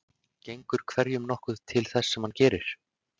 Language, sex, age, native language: Icelandic, male, 30-39, Icelandic